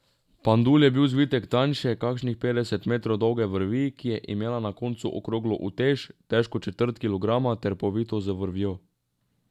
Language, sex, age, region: Slovenian, male, 18-29, Drava region